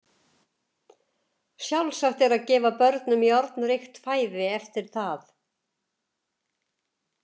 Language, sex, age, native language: Icelandic, female, 70-79, Icelandic